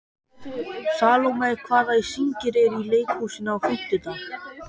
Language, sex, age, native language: Icelandic, male, 12, Icelandic